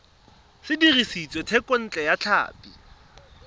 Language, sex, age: Tswana, male, 22